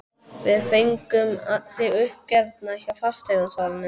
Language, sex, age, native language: Icelandic, male, 12, Icelandic